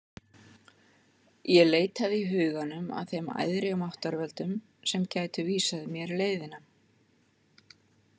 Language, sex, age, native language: Icelandic, female, 50-59, Icelandic